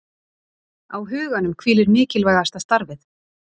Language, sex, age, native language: Icelandic, female, 30-39, Icelandic